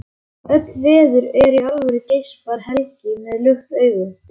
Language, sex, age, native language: Icelandic, male, 11, Icelandic